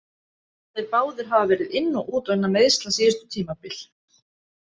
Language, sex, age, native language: Icelandic, female, 30-39, Icelandic